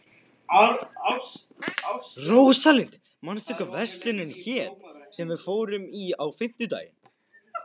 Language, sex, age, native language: Icelandic, male, 18-19, Icelandic